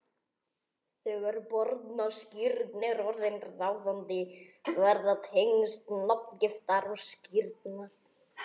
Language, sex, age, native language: Icelandic, female, 20-29, Icelandic